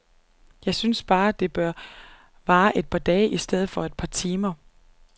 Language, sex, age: Danish, female, 39